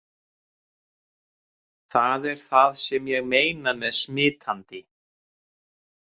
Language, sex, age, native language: Icelandic, male, 30-39, Icelandic